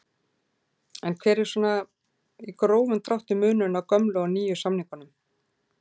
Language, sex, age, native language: Icelandic, female, 40-49, Icelandic